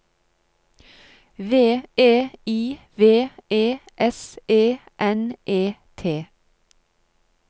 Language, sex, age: Norwegian, female, 35